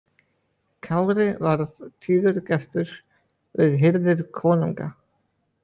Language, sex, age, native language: Icelandic, male, 20-29, Icelandic